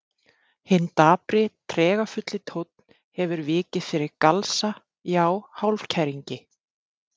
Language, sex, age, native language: Icelandic, female, 30-39, Icelandic